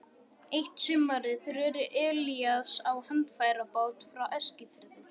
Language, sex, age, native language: Icelandic, male, 11, Icelandic